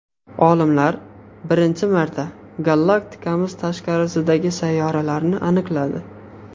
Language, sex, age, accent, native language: Uzbek, male, 18-24, Xorazm, Uzbek